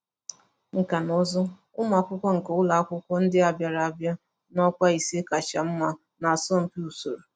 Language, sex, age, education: Igbo, female, 30-45, tertiary